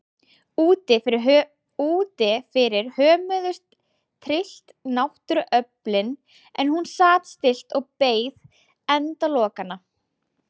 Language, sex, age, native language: Icelandic, female, 20-29, Icelandic